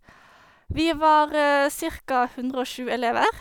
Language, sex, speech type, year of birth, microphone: Norwegian, female, spontaneous, 1991, Sennheiser